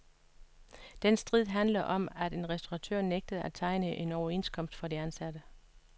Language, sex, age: Danish, female, 56